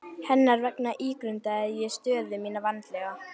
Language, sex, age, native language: Icelandic, female, 11, Icelandic